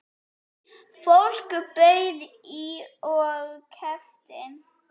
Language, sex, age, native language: Icelandic, female, 8, Icelandic